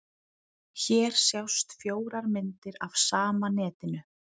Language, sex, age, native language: Icelandic, female, 30-39, Icelandic